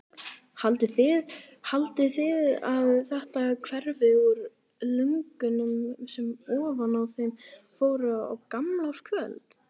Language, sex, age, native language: Icelandic, female, 18-19, Icelandic